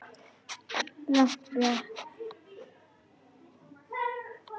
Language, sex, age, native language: Icelandic, female, 9, Icelandic